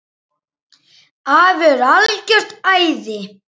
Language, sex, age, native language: Icelandic, male, 10, Icelandic